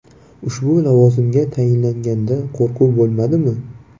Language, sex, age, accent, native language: Uzbek, male, 18-24, Toshkent viloyati, Uzbek